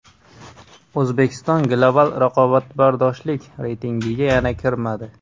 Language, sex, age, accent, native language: Uzbek, male, 18-24, Andijon, Uzbek